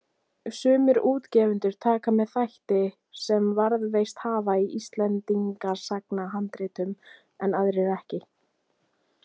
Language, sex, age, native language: Icelandic, female, 18-19, Icelandic